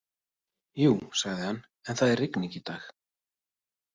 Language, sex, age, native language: Icelandic, male, 30-39, Icelandic